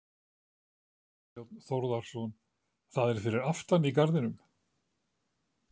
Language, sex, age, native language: Icelandic, male, 70-79, Icelandic